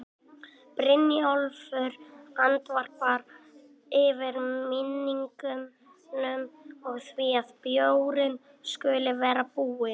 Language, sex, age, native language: Icelandic, male, 18-19, Icelandic